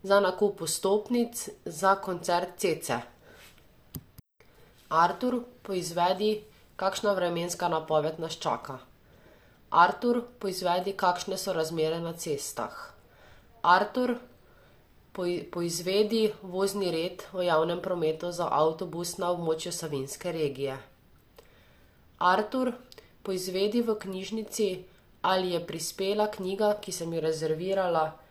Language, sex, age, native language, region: Slovenian, female, 18-29, Slovenian, Savinja region